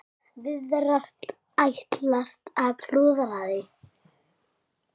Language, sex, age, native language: Icelandic, male, 6, Icelandic